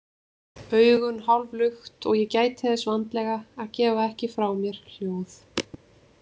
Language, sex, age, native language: Icelandic, female, 20-29, Icelandic